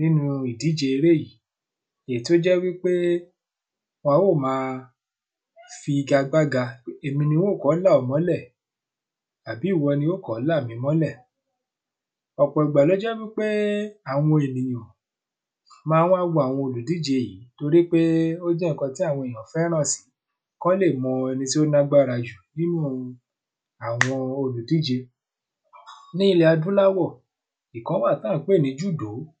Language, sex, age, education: Yoruba, male, 15-29, tertiary